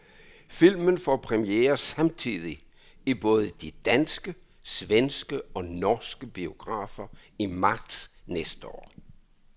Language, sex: Danish, male